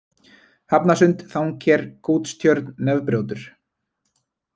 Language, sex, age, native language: Icelandic, male, 20-29, Icelandic